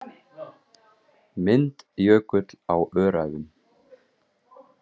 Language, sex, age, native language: Icelandic, male, 30-39, Icelandic